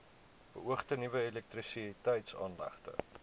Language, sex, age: Afrikaans, male, 23